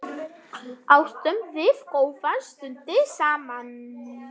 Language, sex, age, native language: Icelandic, female, 10, Icelandic